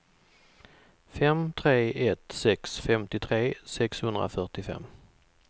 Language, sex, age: Swedish, male, 44